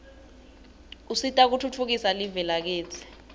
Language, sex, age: Swati, female, 21